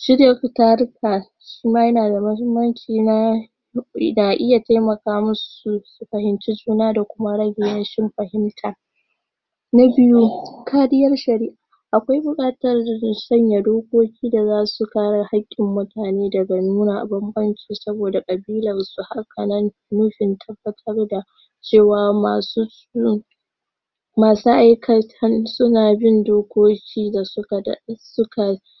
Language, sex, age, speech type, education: Hausa, female, 15-29, spontaneous, tertiary